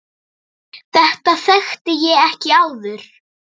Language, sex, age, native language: Icelandic, female, 7, Icelandic